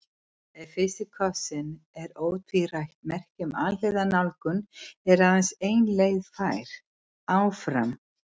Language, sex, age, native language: Icelandic, female, 50-59, Icelandic